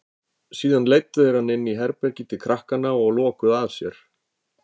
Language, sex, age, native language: Icelandic, male, 50-59, Icelandic